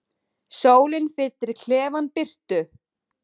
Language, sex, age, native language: Icelandic, female, 9, Icelandic